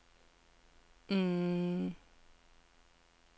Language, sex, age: Norwegian, female, 41